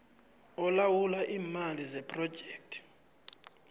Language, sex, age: South Ndebele, male, 29